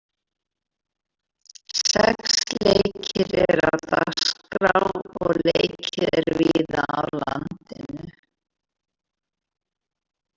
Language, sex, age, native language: Icelandic, female, 60-69, Icelandic